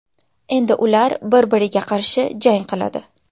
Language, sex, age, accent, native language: Uzbek, female, 19-29, Jizzax, Uzbek